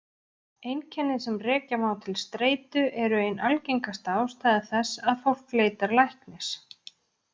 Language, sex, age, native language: Icelandic, female, 30-39, Icelandic